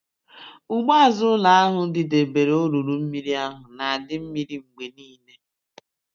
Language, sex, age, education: Igbo, female, 30-45, tertiary